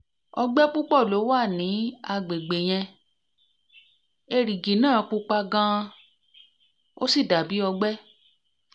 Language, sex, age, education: Yoruba, female, 30-45, tertiary